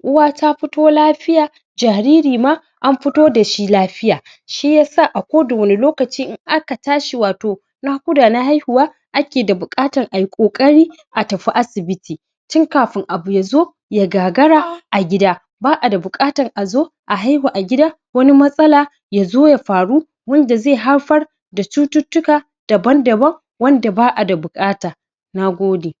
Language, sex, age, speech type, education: Hausa, male, 15-29, spontaneous, secondary